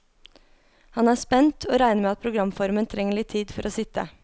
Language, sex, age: Norwegian, female, 23